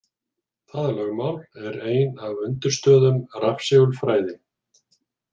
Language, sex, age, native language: Icelandic, male, 40-49, Icelandic